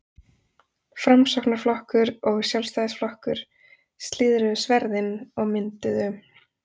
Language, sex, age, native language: Icelandic, female, 30-39, Icelandic